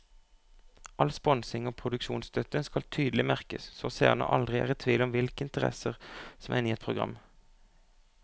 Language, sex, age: Norwegian, male, 25